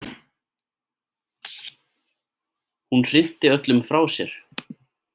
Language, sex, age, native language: Icelandic, male, 18-19, Icelandic